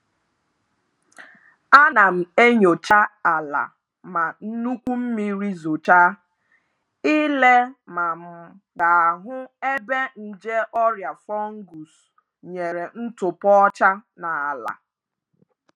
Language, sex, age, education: Igbo, female, 30-45, tertiary